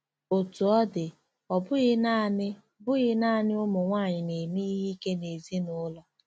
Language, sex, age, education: Igbo, female, 15-29, tertiary